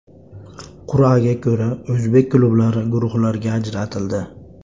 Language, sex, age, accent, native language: Uzbek, male, 25-34, Andijon, Uzbek